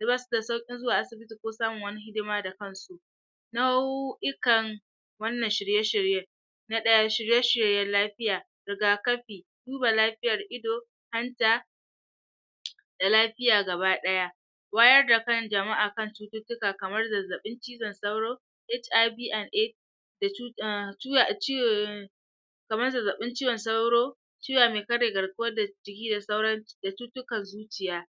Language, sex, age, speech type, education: Hausa, male, 30-45, spontaneous, tertiary